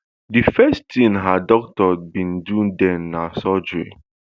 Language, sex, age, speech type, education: Nigerian Pidgin, male, 15-29, spontaneous, tertiary